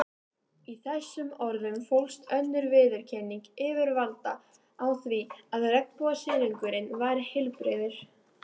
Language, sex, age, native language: Icelandic, female, 18-19, Icelandic